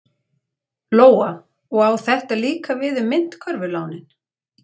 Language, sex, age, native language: Icelandic, female, 40-49, Icelandic